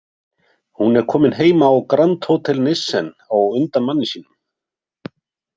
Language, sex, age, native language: Icelandic, male, 50-59, Icelandic